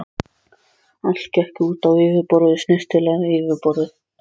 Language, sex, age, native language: Icelandic, other, 13, Icelandic